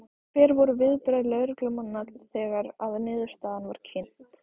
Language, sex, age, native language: Icelandic, female, 14, Icelandic